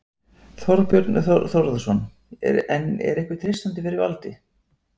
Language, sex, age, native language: Icelandic, male, 40-49, Icelandic